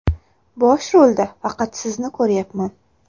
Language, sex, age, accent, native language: Uzbek, female, 18-24, Toshkent shahri, Uzbek